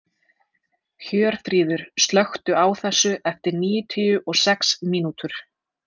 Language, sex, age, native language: Icelandic, female, 30-39, Icelandic